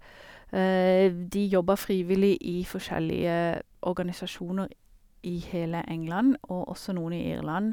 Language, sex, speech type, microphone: Norwegian, female, spontaneous, Sennheiser